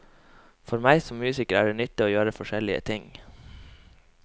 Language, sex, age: Norwegian, male, 21